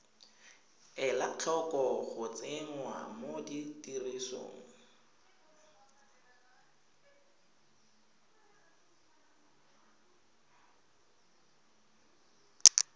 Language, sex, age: Tswana, female, 22